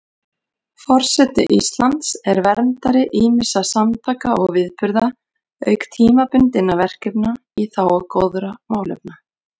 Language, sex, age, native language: Icelandic, female, 40-49, Icelandic